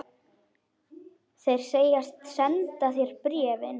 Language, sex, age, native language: Icelandic, female, 10, Icelandic